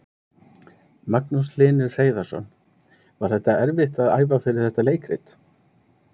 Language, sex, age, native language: Icelandic, male, 30-39, Icelandic